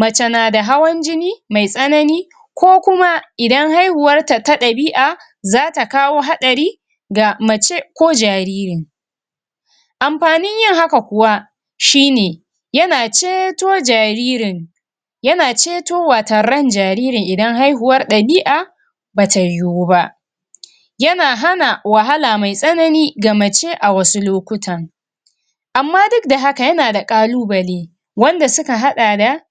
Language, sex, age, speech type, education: Hausa, female, 46-60, spontaneous, tertiary